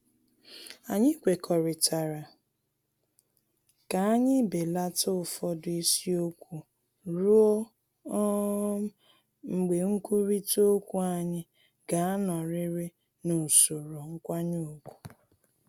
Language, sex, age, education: Igbo, female, 30-45, tertiary